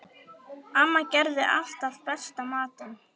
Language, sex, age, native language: Icelandic, female, 9, Icelandic